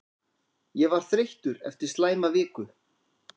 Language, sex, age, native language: Icelandic, male, 40-49, Icelandic